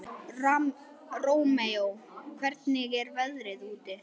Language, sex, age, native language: Icelandic, male, 11, Icelandic